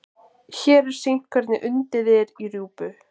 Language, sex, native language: Icelandic, female, Icelandic